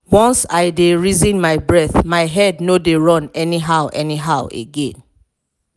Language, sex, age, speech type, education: Nigerian Pidgin, female, 30-45, spontaneous, tertiary